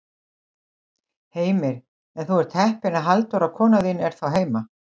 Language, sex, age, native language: Icelandic, female, 60-69, Icelandic